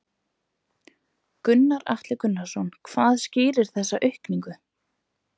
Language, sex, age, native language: Icelandic, female, 20-29, Icelandic